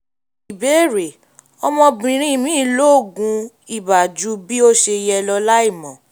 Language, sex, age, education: Yoruba, female, 15-29, tertiary